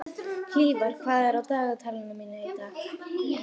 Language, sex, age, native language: Icelandic, female, 11, Icelandic